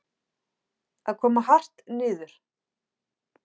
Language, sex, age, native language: Icelandic, female, 40-49, Icelandic